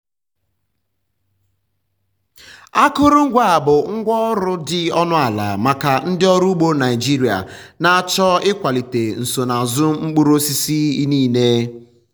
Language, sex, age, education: Igbo, male, 15-29, tertiary